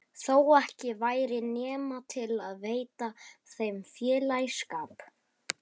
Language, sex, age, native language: Icelandic, male, 11, Icelandic